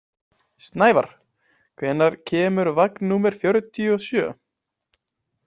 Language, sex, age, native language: Icelandic, male, 20-29, Icelandic